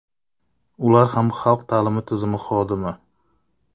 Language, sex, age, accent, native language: Uzbek, male, 25-34, Navoiy, Uzbek